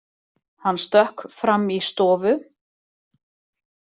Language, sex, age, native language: Icelandic, female, 40-49, Icelandic